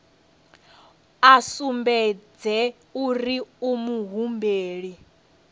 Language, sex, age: Venda, female, 30